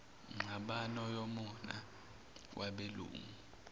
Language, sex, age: Zulu, male, 23